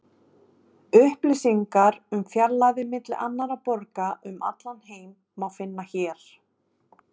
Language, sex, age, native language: Icelandic, female, 30-39, Icelandic